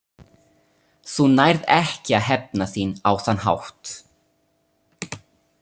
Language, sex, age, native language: Icelandic, male, 30-39, Italian